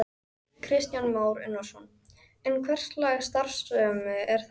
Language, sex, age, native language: Icelandic, female, 14, Icelandic